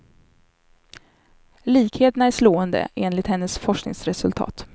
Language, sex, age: Swedish, female, 27